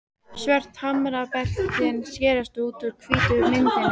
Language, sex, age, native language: Icelandic, female, 12, Icelandic